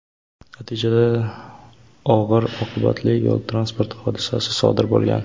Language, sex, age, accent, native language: Uzbek, male, 18-24, Toshkent viloyati, Uzbek